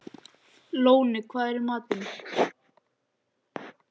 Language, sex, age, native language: Icelandic, other, 11, Icelandic